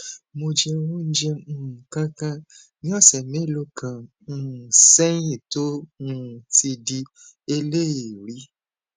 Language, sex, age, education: Yoruba, male, 15-29, tertiary